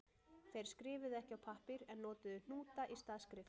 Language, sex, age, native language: Icelandic, female, 30-39, Icelandic